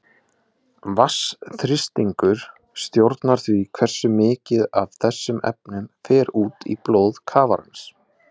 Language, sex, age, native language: Icelandic, male, 20-29, Icelandic